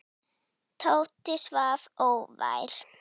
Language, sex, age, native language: Icelandic, female, 9, Icelandic